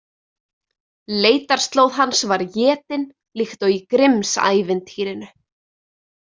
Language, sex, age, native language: Icelandic, female, 20-29, Icelandic